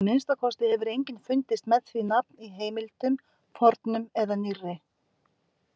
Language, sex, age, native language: Icelandic, female, 50-59, Icelandic